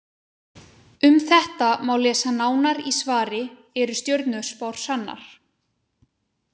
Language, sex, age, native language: Icelandic, female, 20-29, Icelandic